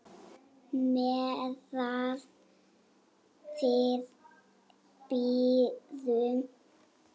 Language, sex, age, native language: Icelandic, male, 8, Icelandic